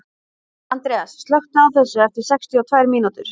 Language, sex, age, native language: Icelandic, female, 30-39, Icelandic